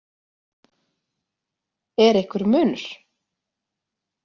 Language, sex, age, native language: Icelandic, female, 30-39, Icelandic